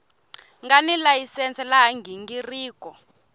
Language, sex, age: Tsonga, female, 21